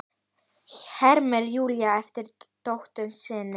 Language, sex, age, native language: Icelandic, female, 10, Icelandic